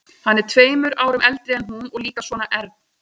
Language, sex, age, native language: Icelandic, female, 30-39, Icelandic